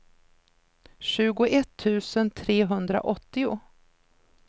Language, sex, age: Swedish, female, 53